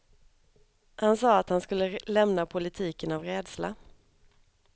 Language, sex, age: Swedish, female, 31